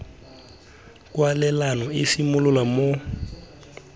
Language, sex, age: Tswana, male, 20